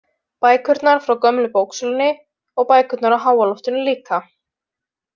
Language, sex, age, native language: Icelandic, female, 20-29, Icelandic